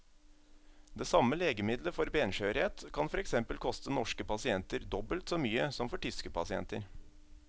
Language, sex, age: Norwegian, male, 27